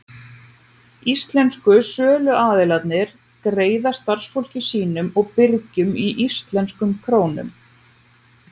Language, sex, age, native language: Icelandic, female, 30-39, Icelandic